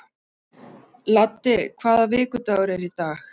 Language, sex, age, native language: Icelandic, female, 40-49, Icelandic